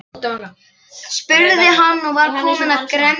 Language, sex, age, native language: Icelandic, male, 11, Icelandic